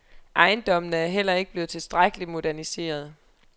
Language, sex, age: Danish, female, 23